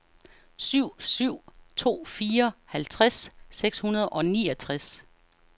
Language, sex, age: Danish, female, 49